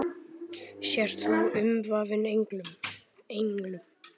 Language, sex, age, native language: Icelandic, male, 10, Icelandic